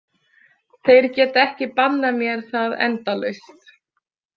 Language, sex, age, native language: Icelandic, female, 30-39, Icelandic